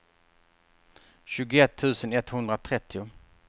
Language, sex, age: Swedish, male, 48